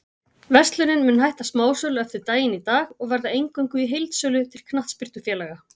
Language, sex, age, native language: Icelandic, female, 40-49, Icelandic